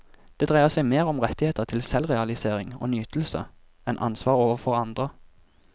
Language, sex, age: Norwegian, male, 24